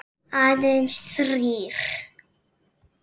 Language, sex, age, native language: Icelandic, female, 6, Icelandic